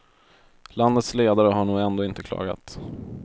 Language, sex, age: Swedish, male, 22